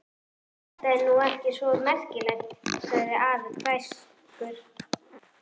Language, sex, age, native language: Icelandic, female, 11, Icelandic